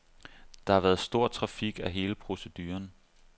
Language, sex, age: Danish, male, 25